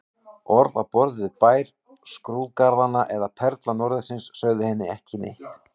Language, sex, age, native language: Icelandic, male, 18-19, Icelandic